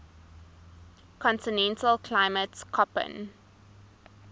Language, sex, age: English, female, 19